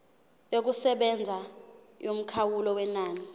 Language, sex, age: Zulu, female, 20